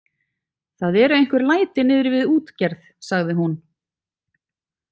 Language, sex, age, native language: Icelandic, female, 40-49, Icelandic